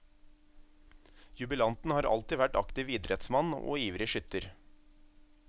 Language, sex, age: Norwegian, male, 27